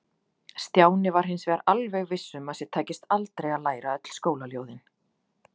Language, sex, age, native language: Icelandic, female, 40-49, Icelandic